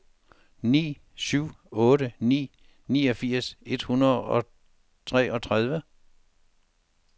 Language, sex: Danish, male